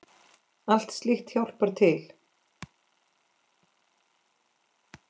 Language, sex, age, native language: Icelandic, female, 10, Icelandic